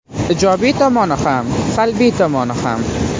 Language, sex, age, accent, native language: Uzbek, male, 18-24, Qashqadaryo, Uzbek